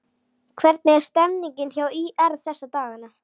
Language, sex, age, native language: Icelandic, female, 11, Icelandic